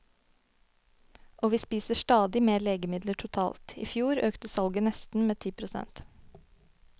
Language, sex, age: Norwegian, female, 25